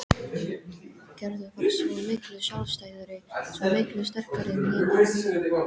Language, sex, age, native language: Icelandic, female, 13, English